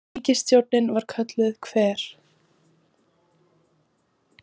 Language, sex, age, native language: Icelandic, female, 18-19, Russian